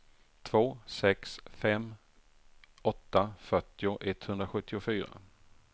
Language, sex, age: Swedish, male, 48